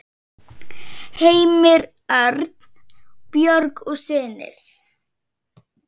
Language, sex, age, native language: Icelandic, female, 8, Icelandic